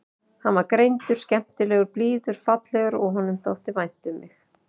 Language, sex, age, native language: Icelandic, female, 40-49, Icelandic